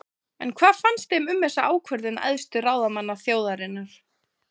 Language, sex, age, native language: Icelandic, female, 20-29, Icelandic